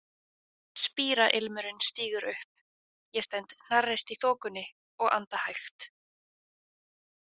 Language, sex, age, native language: Icelandic, female, 20-29, Icelandic